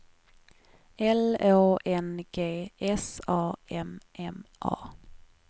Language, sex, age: Swedish, female, 21